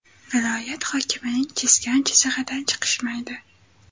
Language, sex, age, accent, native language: Uzbek, female, 18-24, Toshkent viloyati, Uzbek